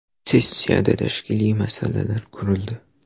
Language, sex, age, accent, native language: Uzbek, male, 12-17, Qoraqalpog'iston, Uzbek